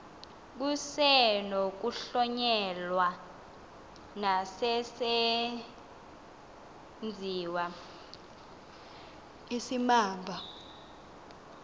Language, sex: Xhosa, female